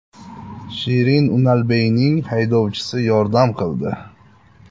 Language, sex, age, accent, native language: Uzbek, male, 25-34, Toshkent shahri, Uzbek